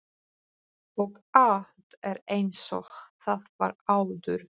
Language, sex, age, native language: Icelandic, female, 40-49, Polish